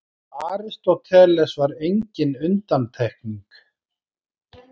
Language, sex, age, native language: Icelandic, male, 40-49, Icelandic